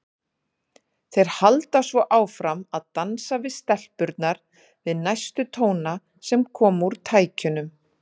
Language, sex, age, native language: Icelandic, female, 30-39, Icelandic